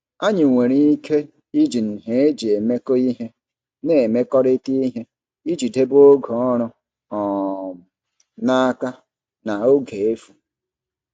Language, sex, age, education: Igbo, male, 30-45, tertiary